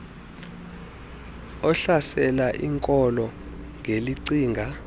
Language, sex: Xhosa, male